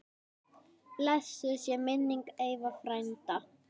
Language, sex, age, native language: Icelandic, female, 10, Icelandic